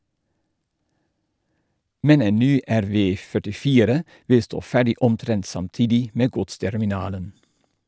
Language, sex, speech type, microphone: Norwegian, male, read, Shure